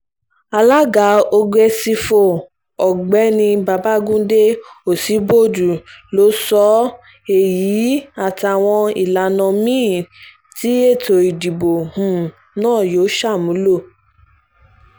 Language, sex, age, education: Yoruba, female, 15-29, tertiary